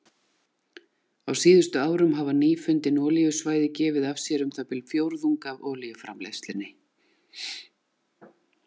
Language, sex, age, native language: Icelandic, female, 40-49, Icelandic